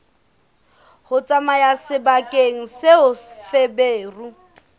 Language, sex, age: Southern Sotho, female, 24